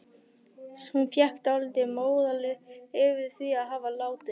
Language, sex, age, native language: Icelandic, female, 11, Icelandic